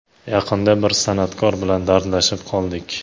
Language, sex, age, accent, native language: Uzbek, male, 18-24, Toshkent viloyati, Uzbek